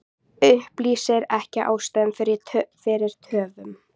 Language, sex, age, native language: Icelandic, female, 40-49, Icelandic